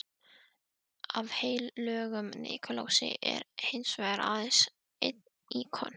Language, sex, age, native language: Icelandic, female, 12, Icelandic